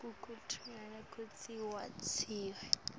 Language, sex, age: Swati, female, 18